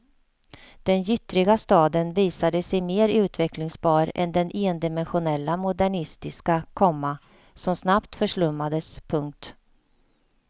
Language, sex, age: Swedish, female, 48